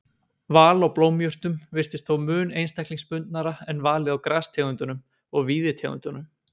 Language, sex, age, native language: Icelandic, male, 20-29, Icelandic